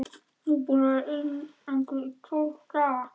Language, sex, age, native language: Icelandic, female, 13, Icelandic